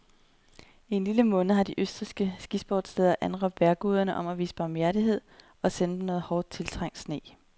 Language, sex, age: Danish, female, 30